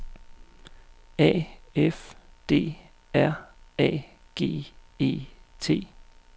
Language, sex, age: Danish, male, 35